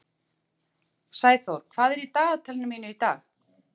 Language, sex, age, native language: Icelandic, female, 40-49, Icelandic